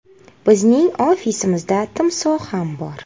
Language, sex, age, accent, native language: Uzbek, female, 30-39, Navoiy, Uzbek